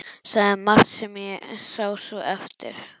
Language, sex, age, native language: Icelandic, male, 11, Icelandic